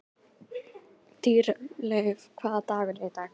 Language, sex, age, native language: Icelandic, female, 18-19, Icelandic